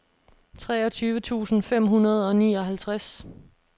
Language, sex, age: Danish, female, 26